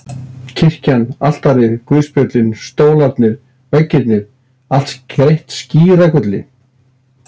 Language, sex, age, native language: Icelandic, male, 60-69, Icelandic